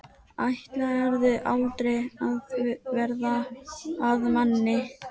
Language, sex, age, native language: Icelandic, female, 12, Icelandic